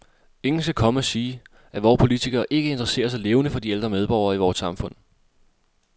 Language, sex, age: Danish, male, 26